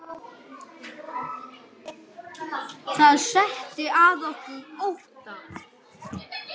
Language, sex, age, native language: Icelandic, male, 8, Icelandic